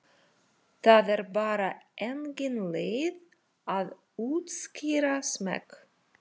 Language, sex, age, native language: Icelandic, female, 40-49, Russian